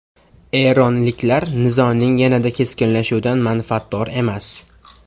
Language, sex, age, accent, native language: Uzbek, male, 18-24, Farg'ona, Uzbek